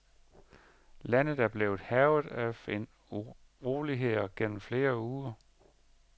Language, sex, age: Danish, male, 51